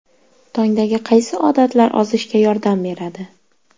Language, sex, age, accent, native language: Uzbek, female, 18-24, Sirdaryo, Uzbek